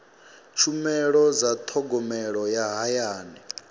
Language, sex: Venda, male